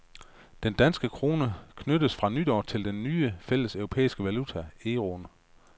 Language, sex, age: Danish, male, 35